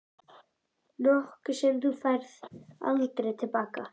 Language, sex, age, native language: Icelandic, female, 11, Icelandic